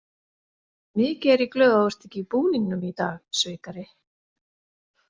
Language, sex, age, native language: Icelandic, female, 40-49, Icelandic